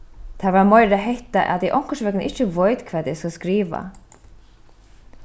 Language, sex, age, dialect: Faroese, female, 36-60, Norðuroyggjar